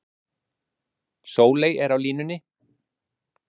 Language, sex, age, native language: Icelandic, male, 50-59, Icelandic